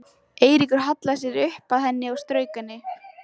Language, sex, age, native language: Icelandic, female, 14, Icelandic